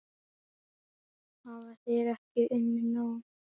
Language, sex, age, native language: Icelandic, male, 9, Icelandic